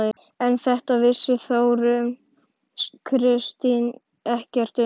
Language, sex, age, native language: Icelandic, male, 11, Icelandic